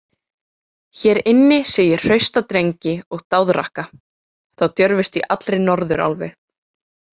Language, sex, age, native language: Icelandic, female, 18-19, Icelandic